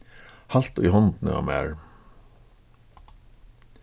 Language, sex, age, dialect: Faroese, male, 36-60, Suðurstreymoy